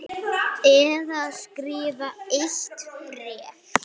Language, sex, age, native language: Icelandic, male, 9, Icelandic